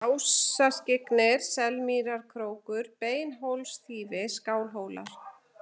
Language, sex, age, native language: Icelandic, female, 40-49, Icelandic